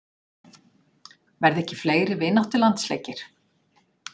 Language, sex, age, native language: Icelandic, female, 60-69, Icelandic